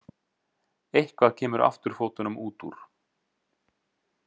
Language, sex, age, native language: Icelandic, male, 30-39, Icelandic